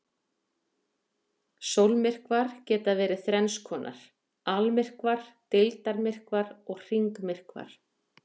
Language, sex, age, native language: Icelandic, female, 40-49, Icelandic